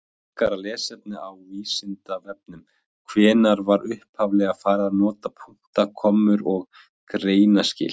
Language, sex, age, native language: Icelandic, male, 20-29, Icelandic